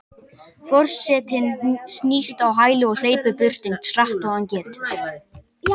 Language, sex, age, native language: Icelandic, male, 18-19, Icelandic